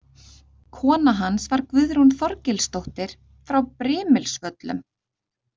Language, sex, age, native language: Icelandic, female, 30-39, Icelandic